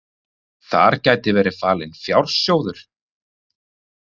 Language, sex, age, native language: Icelandic, male, 30-39, Icelandic